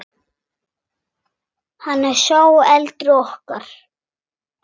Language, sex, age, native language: Icelandic, male, 6, Icelandic